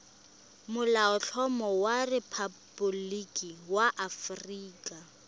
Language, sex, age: Tswana, female, 20